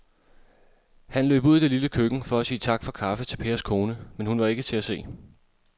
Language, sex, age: Danish, male, 26